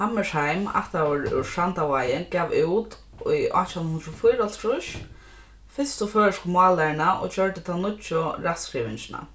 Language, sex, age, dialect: Faroese, female, 15-35, Norðurstreymoy/Eysturoy